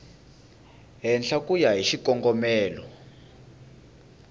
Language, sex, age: Tsonga, male, 19